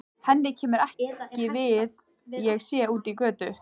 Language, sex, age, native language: Icelandic, female, 15, Icelandic